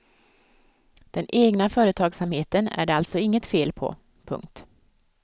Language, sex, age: Swedish, female, 55